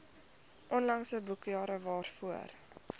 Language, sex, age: Afrikaans, female, 21